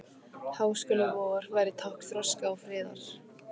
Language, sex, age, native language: Icelandic, female, 15, Icelandic